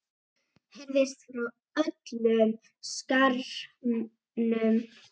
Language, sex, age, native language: Icelandic, female, 18-19, Icelandic